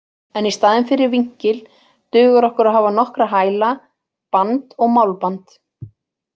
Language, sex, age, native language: Icelandic, female, 40-49, Icelandic